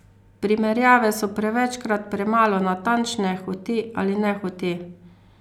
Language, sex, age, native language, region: Slovenian, female, 50-59, Slovenian, Carinthia region